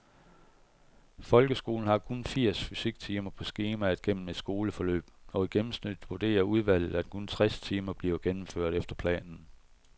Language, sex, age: Danish, male, 41